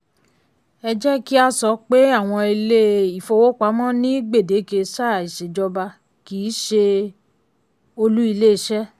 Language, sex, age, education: Yoruba, female, 30-45, tertiary